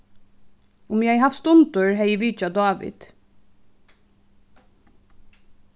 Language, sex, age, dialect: Faroese, female, 15-35, Suðuroy